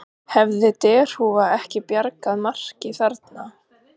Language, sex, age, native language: Icelandic, female, 30-39, Icelandic